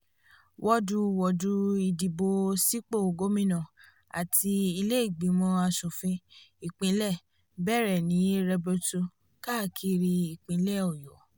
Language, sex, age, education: Yoruba, female, 15-29, tertiary